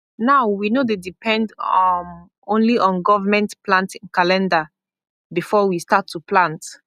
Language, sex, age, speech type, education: Nigerian Pidgin, female, 15-29, spontaneous, tertiary